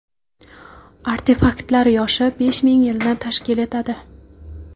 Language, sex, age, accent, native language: Uzbek, female, 18-24, Qoraqalpog'iston, Karakalpak